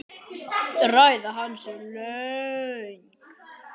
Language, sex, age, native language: Icelandic, female, 9, Icelandic